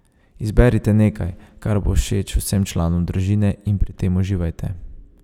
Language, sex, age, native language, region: Slovenian, male, 30-49, Slovenian, Savinja region